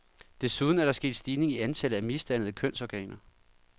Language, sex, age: Danish, male, 39